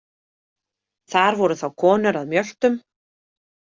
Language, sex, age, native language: Icelandic, female, 30-39, Icelandic